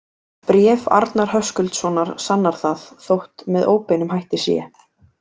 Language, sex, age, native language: Icelandic, female, 18-19, Icelandic